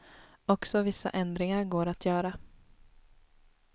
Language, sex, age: Swedish, female, 19